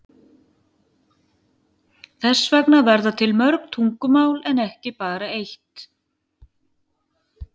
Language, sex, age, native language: Icelandic, female, 50-59, Icelandic